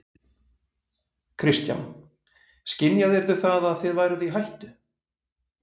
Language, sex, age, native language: Icelandic, male, 40-49, Icelandic